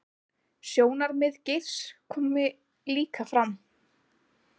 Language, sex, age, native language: Icelandic, female, 20-29, Icelandic